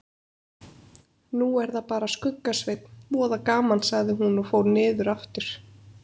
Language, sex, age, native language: Icelandic, female, 30-39, Icelandic